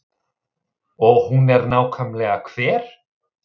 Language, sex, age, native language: Icelandic, male, 30-39, Icelandic